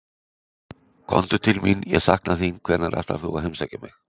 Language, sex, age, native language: Icelandic, male, 60-69, Icelandic